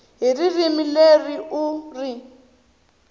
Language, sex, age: Tsonga, female, 22